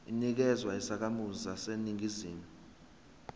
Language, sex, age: Zulu, male, 21